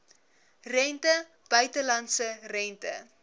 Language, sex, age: Afrikaans, female, 19